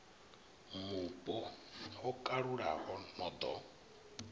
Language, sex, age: Venda, male, 39